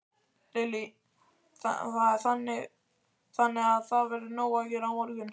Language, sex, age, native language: Icelandic, male, 12, Icelandic